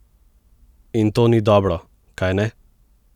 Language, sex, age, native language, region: Slovenian, male, 18-29, Slovenian, Central Slovenia